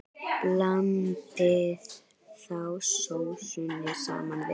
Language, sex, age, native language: Icelandic, female, 9, Icelandic